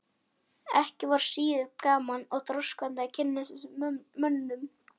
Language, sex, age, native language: Icelandic, male, 11, Icelandic